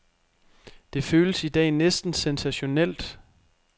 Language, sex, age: Danish, male, 25